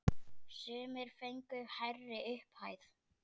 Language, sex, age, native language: Icelandic, female, 10, Icelandic